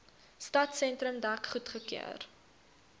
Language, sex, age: Afrikaans, female, 22